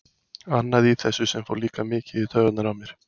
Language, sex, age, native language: Icelandic, male, 20-29, Icelandic